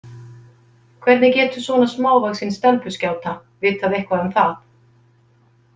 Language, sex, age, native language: Icelandic, female, 50-59, Icelandic